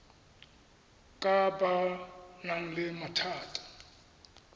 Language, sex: Tswana, male